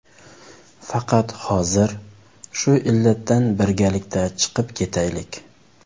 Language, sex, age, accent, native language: Uzbek, male, 19-29, Surxondaryo, Uzbek